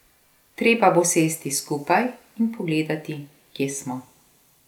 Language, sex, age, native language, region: Slovenian, female, 50-59, Slovenian, Gorenjska region